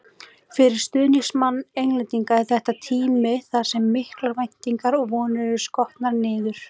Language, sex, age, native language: Icelandic, female, 18-19, Icelandic